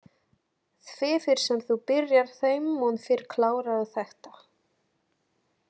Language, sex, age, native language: Icelandic, female, 30-39, Polish